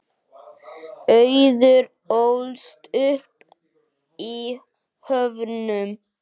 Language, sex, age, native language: Icelandic, male, 9, Icelandic